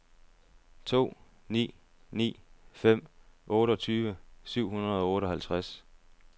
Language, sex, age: Danish, male, 30